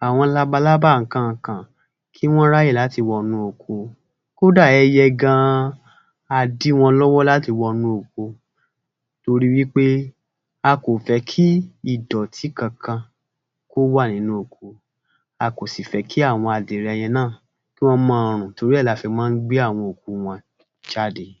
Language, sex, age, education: Yoruba, male, 46-60, tertiary